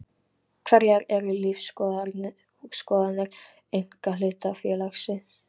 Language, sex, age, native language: Icelandic, female, 13, Icelandic